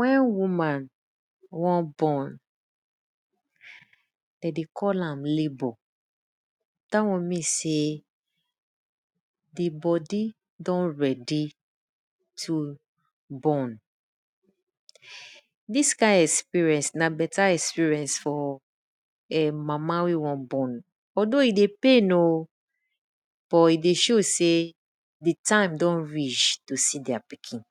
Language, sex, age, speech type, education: Nigerian Pidgin, female, 30-45, spontaneous, tertiary